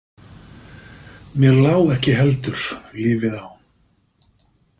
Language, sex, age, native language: Icelandic, male, 50-59, Icelandic